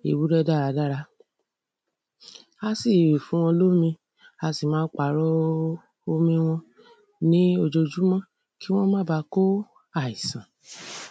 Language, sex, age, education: Yoruba, female, 30-45, tertiary